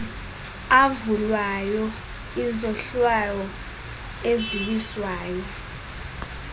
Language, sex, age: Xhosa, female, 20